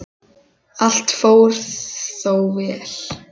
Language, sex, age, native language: Icelandic, male, 10, Icelandic